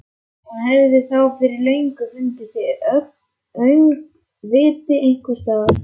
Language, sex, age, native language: Icelandic, male, 11, Icelandic